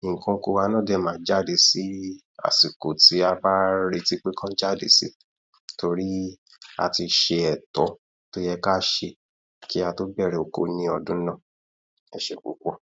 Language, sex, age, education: Yoruba, male, 15-29, tertiary